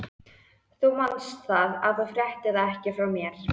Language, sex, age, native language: Icelandic, female, 13, Icelandic